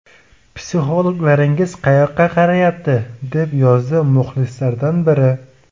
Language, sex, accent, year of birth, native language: Uzbek, male, Samarqand, 2002, Uzbek